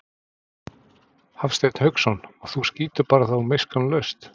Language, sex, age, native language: Icelandic, male, 40-49, Icelandic